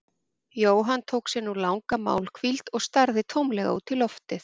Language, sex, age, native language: Icelandic, female, 40-49, Icelandic